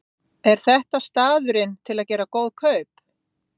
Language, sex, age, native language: Icelandic, female, 50-59, Icelandic